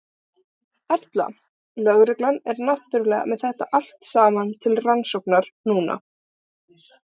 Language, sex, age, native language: Icelandic, other, 18-19, Icelandic